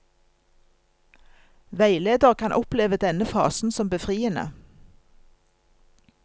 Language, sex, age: Norwegian, female, 47